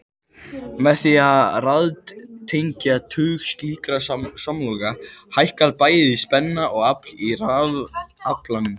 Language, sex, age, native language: Icelandic, male, 18-19, Icelandic